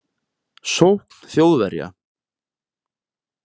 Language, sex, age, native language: Icelandic, male, 20-29, Icelandic